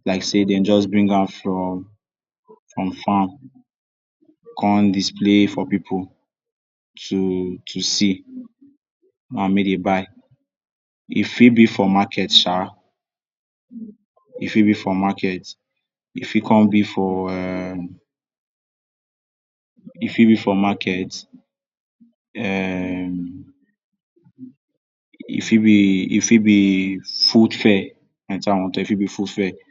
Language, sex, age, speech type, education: Nigerian Pidgin, male, 46-60, spontaneous, tertiary